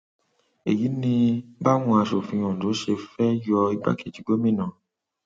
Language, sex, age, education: Yoruba, male, 30-45, secondary